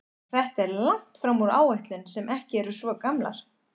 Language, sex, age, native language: Icelandic, female, 40-49, Icelandic